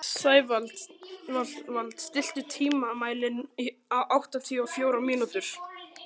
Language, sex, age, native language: Icelandic, male, 12, Icelandic